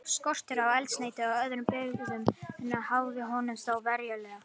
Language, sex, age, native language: Icelandic, female, 50-59, Icelandic